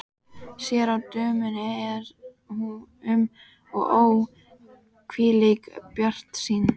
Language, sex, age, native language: Icelandic, female, 12, Icelandic